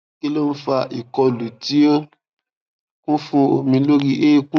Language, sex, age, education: Yoruba, male, 15-29, tertiary